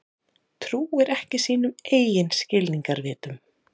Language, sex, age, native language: Icelandic, female, 30-39, Icelandic